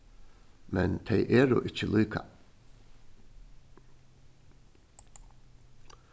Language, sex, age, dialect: Faroese, male, 61+, Suðurstreymoy